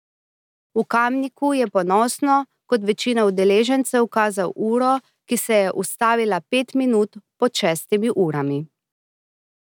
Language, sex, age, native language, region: Slovenian, female, 30-49, Slovenian, Drava region